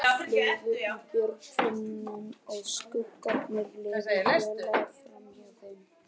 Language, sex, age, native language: Icelandic, male, 12, Icelandic